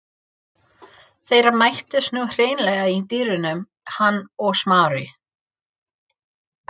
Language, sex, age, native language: Icelandic, female, 30-39, English